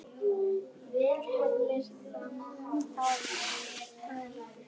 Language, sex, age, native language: Icelandic, female, 10, Icelandic